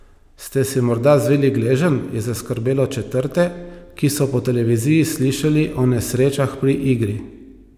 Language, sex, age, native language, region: Slovenian, male, 30-49, Slovenian, Savinja region